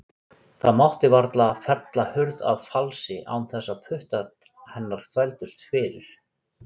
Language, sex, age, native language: Icelandic, male, 40-49, Icelandic